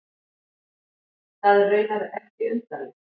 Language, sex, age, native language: Icelandic, female, 50-59, Icelandic